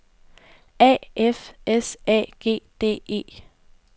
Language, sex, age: Danish, female, 18